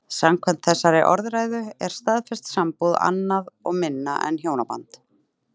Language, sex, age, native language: Icelandic, female, 30-39, Icelandic